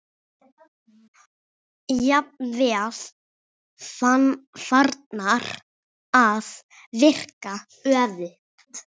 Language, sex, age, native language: Icelandic, male, 6, Icelandic